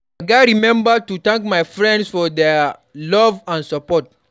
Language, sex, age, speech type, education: Nigerian Pidgin, male, 46-60, read, primary